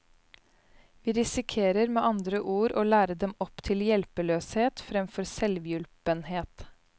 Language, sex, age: Norwegian, female, 29